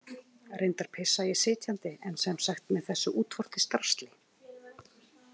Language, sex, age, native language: Icelandic, female, 30-39, Icelandic